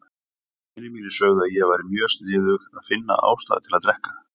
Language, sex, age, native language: Icelandic, male, 40-49, Icelandic